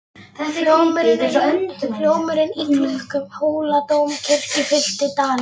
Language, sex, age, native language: Icelandic, female, 11, Icelandic